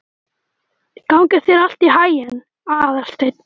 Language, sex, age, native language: Icelandic, male, 12, Icelandic